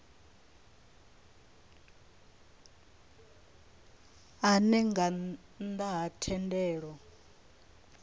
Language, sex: Venda, female